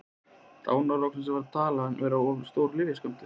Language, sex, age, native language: Icelandic, male, 20-29, Icelandic